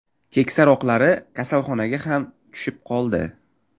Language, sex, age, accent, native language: Uzbek, male, 19-29, Navoiy, Uzbek